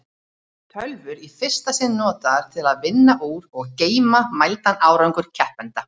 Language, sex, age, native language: Icelandic, female, 30-39, Icelandic